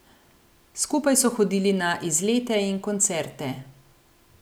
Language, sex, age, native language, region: Slovenian, female, 30-49, Slovenian, Gorenjska region